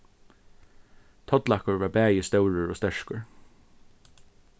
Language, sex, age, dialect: Faroese, male, 15-35, Norðurstreymoy/Eysturoy